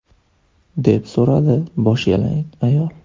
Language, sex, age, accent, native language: Uzbek, male, 18-24, Andijon, Uzbek